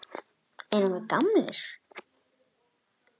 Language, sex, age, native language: Icelandic, male, 9, Icelandic